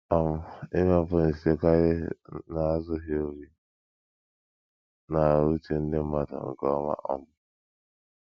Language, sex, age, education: Igbo, male, 15-29, tertiary